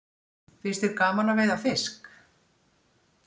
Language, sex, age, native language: Icelandic, female, 60-69, Icelandic